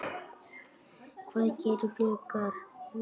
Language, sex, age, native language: Icelandic, male, 8, Icelandic